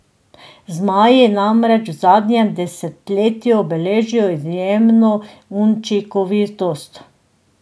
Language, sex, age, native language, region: Slovenian, female, 50-59, Slovenian, Drava region